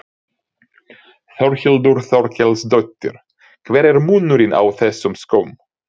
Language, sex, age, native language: Icelandic, male, 30-39, Ukrainian